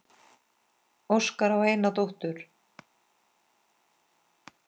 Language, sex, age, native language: Icelandic, female, 10, Icelandic